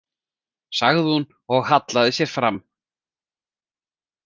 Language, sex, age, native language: Icelandic, male, 40-49, Icelandic